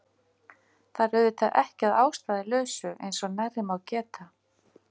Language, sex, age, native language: Icelandic, female, 50-59, Icelandic